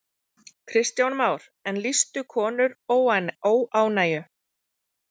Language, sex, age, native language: Icelandic, female, 40-49, Icelandic